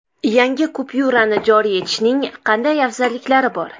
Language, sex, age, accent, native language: Uzbek, female, 18-24, Toshkent shahri, Uzbek